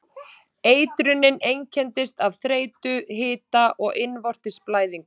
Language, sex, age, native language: Icelandic, female, 30-39, Icelandic